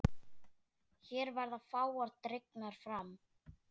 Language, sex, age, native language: Icelandic, female, 10, Icelandic